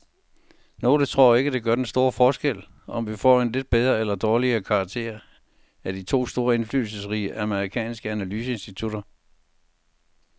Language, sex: Danish, male